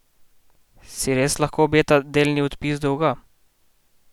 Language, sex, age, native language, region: Slovenian, male, 18-29, Slovenian, Posavska region